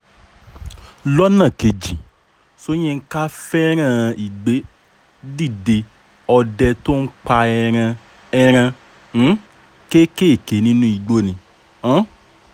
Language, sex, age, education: Yoruba, male, 30-45, tertiary